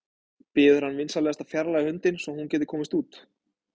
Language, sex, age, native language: Icelandic, male, 20-29, Icelandic